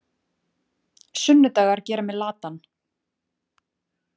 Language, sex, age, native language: Icelandic, female, 20-29, Icelandic